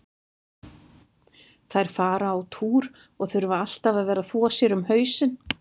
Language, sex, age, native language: Icelandic, female, 50-59, Icelandic